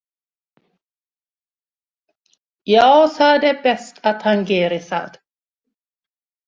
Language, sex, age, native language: Icelandic, female, 60-69, Swedish